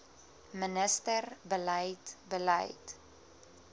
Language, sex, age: Afrikaans, female, 20